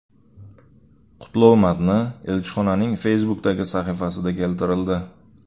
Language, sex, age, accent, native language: Uzbek, male, 25-34, Sirdaryo, Uzbek